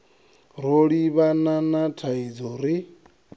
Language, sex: Venda, male